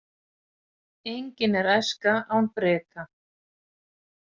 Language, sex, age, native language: Icelandic, female, 40-49, Icelandic